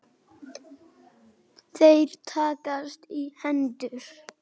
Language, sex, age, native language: Icelandic, male, 8, Icelandic